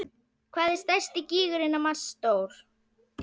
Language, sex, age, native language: Icelandic, female, 40-49, Icelandic